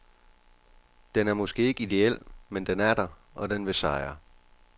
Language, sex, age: Danish, male, 29